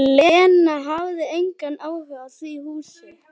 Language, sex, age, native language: Icelandic, male, 11, Icelandic